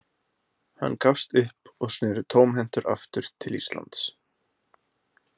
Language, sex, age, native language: Icelandic, male, 20-29, Icelandic